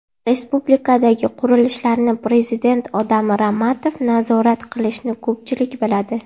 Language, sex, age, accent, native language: Uzbek, female, 18-24, Andijon, Uzbek